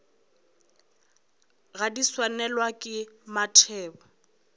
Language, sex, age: Northern Sotho, female, 21